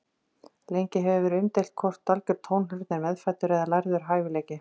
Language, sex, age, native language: Icelandic, female, 40-49, Icelandic